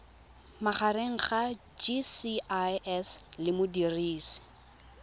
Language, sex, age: Tswana, female, 22